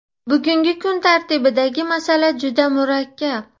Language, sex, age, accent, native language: Uzbek, female, 30-39, Farg'ona, Uzbek